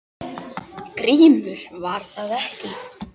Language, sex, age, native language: Icelandic, male, 10, Icelandic